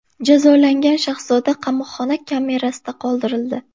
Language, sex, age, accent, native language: Uzbek, female, under 19, Buxoro, Uzbek